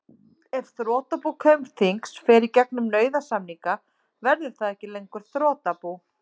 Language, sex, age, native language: Icelandic, female, 30-39, Icelandic